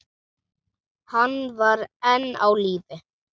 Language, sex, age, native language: Icelandic, male, 7, Icelandic